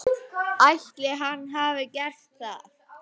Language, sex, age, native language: Icelandic, male, 9, Icelandic